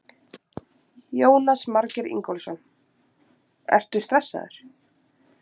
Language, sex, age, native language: Icelandic, female, 20-29, Icelandic